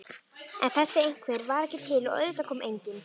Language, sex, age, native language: Icelandic, female, 11, Icelandic